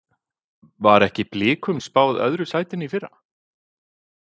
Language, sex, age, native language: Icelandic, male, 50-59, Icelandic